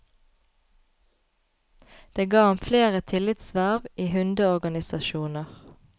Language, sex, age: Norwegian, female, 33